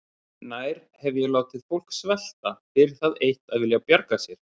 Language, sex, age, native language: Icelandic, male, 30-39, Icelandic